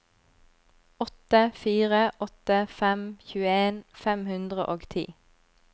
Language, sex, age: Norwegian, female, 25